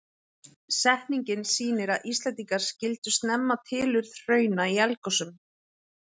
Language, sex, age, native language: Icelandic, female, 30-39, Icelandic